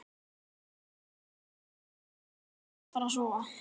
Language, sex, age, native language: Icelandic, male, 12, Icelandic